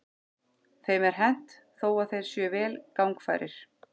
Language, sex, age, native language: Icelandic, male, 11, Icelandic